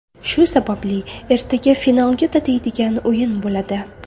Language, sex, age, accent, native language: Uzbek, female, 18-24, Buxoro, Uzbek